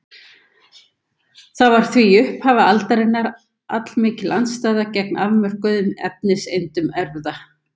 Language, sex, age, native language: Icelandic, female, 70-79, Icelandic